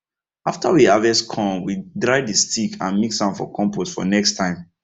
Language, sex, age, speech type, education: Nigerian Pidgin, male, 15-29, spontaneous, tertiary